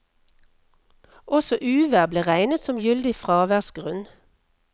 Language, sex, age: Norwegian, female, 57